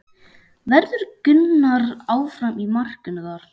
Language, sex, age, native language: Icelandic, male, 11, Icelandic